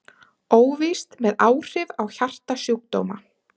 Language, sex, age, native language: Icelandic, female, 30-39, Icelandic